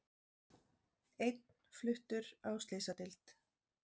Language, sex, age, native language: Icelandic, female, 40-49, Icelandic